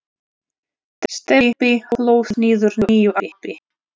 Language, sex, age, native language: Icelandic, female, 30-39, Russian